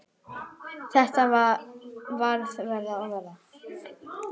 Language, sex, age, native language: Icelandic, female, 10, Icelandic